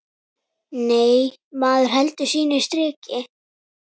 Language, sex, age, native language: Icelandic, female, 10, Icelandic